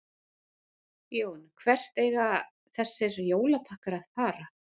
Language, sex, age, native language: Icelandic, female, 40-49, Icelandic